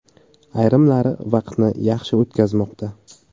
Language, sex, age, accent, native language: Uzbek, male, 18-24, Samarqand, Uzbek